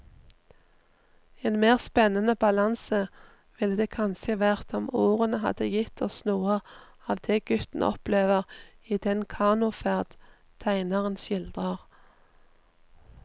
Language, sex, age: Norwegian, female, 39